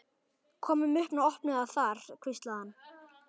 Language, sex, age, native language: Icelandic, male, 11, Icelandic